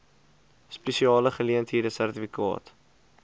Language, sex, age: Afrikaans, male, 20